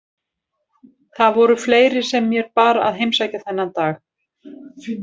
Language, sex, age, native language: Icelandic, female, 60-69, Icelandic